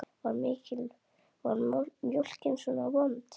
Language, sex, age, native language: Icelandic, female, 8, Icelandic